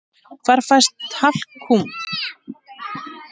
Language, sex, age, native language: Icelandic, female, 8, Icelandic